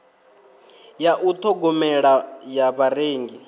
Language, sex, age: Venda, male, 23